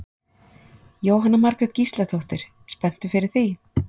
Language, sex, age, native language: Icelandic, female, 40-49, Icelandic